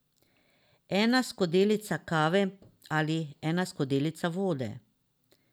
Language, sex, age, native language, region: Slovenian, female, 50-59, Slovenian, Drava region